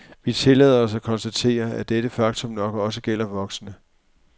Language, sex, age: Danish, male, 44